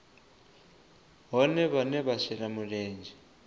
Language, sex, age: Venda, male, 24